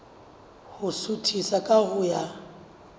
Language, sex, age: Southern Sotho, female, 35